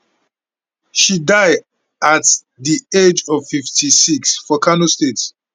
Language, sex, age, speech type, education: Nigerian Pidgin, male, 30-45, spontaneous, tertiary